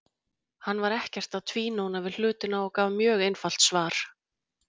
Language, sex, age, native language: Icelandic, female, 40-49, Icelandic